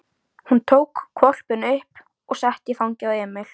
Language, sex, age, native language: Icelandic, female, 13, Icelandic